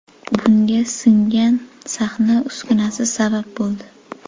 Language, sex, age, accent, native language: Uzbek, female, 18-24, Jizzax, Uzbek